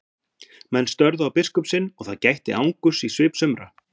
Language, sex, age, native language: Icelandic, male, 40-49, Icelandic